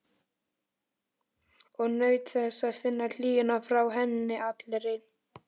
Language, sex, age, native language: Icelandic, male, 12, Icelandic